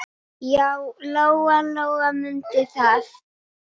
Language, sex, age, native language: Icelandic, female, 7, Icelandic